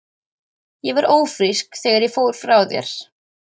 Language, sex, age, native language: Icelandic, female, 13, Icelandic